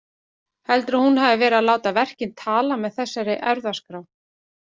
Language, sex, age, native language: Icelandic, female, 40-49, Icelandic